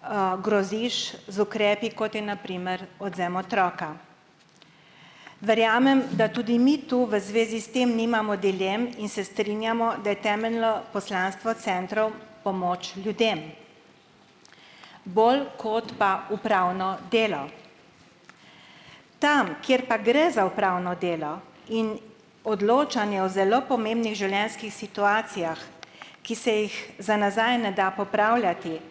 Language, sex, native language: Slovenian, female, Slovenian